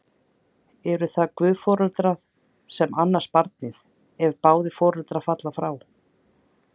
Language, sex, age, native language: Icelandic, female, 30-39, Icelandic